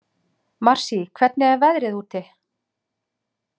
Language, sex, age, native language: Icelandic, female, 30-39, Icelandic